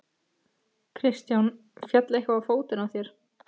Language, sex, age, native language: Icelandic, female, 14, Icelandic